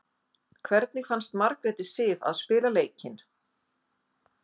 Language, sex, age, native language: Icelandic, female, 50-59, Icelandic